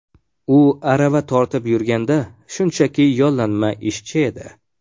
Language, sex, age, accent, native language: Uzbek, male, 18-24, Farg'ona, Uzbek